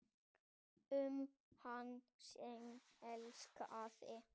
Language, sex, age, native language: Icelandic, female, 30-39, Icelandic